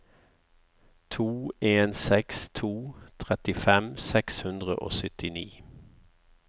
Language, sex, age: Norwegian, male, 54